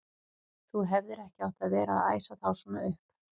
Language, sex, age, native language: Icelandic, female, 40-49, Icelandic